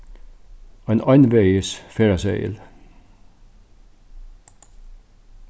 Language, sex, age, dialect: Faroese, male, 61+, Norðuroyggjar